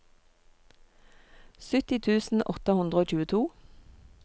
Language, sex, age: Norwegian, female, 39